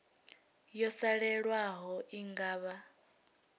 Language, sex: Venda, female